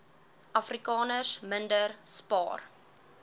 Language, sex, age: Afrikaans, female, 18